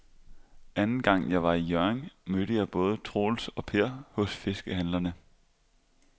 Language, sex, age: Danish, male, 25